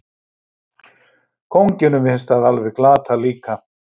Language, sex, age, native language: Icelandic, male, 60-69, Icelandic